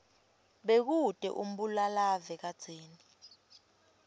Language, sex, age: Swati, female, 21